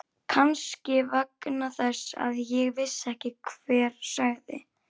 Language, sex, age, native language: Icelandic, female, 11, Icelandic